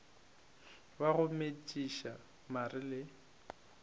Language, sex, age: Northern Sotho, male, 22